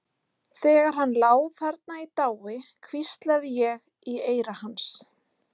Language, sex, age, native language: Icelandic, female, 30-39, Icelandic